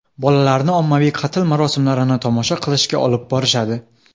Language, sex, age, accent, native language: Uzbek, male, under 19, Xorazm, Uzbek